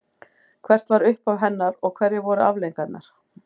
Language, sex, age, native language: Icelandic, female, 40-49, Icelandic